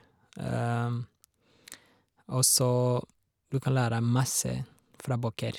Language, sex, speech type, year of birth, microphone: Norwegian, male, spontaneous, 1986, Shure